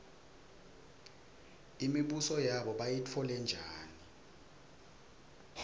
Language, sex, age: Swati, male, 21